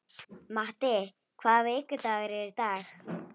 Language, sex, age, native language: Icelandic, female, 11, Icelandic